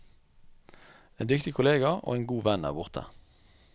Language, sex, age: Norwegian, male, 44